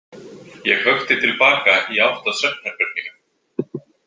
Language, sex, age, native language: Icelandic, male, 20-29, Icelandic